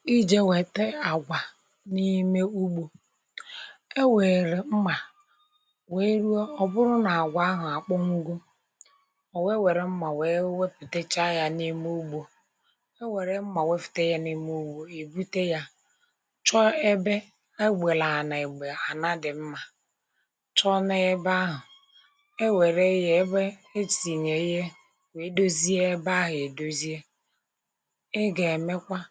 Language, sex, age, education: Igbo, female, 30-45, tertiary